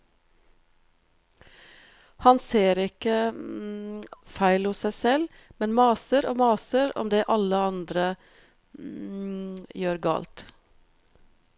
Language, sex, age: Norwegian, female, 42